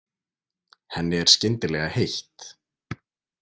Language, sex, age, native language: Icelandic, male, 20-29, Icelandic